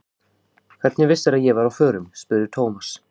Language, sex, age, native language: Icelandic, male, 15, Icelandic